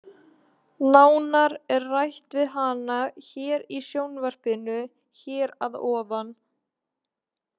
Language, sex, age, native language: Icelandic, female, 20-29, Icelandic